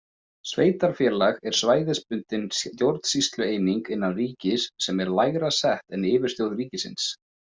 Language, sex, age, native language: Icelandic, male, 20-29, Icelandic